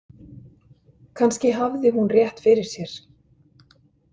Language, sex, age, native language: Icelandic, male, 50-59, Icelandic